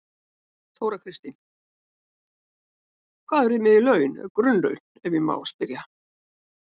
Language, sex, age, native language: Icelandic, female, 70-79, Icelandic